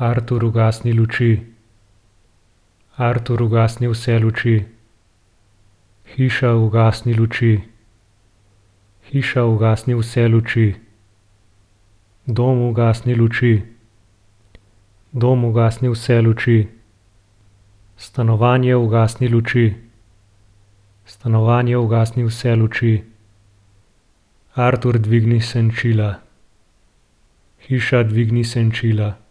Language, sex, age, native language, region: Slovenian, male, 30-49, Slovenian, Gorenjska region